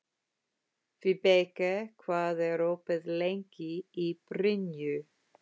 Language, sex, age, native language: Icelandic, female, 50-59, English